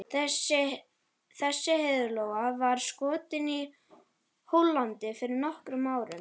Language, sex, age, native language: Icelandic, male, 40-49, Icelandic